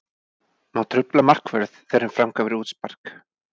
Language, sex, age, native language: Icelandic, male, 40-49, Icelandic